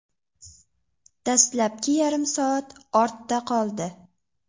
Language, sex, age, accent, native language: Uzbek, female, under 19, Toshkent shahri, Uzbek